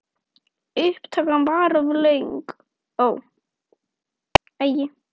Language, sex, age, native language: Icelandic, female, 9, Icelandic